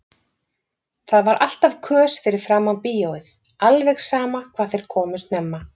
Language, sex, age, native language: Icelandic, female, 50-59, Icelandic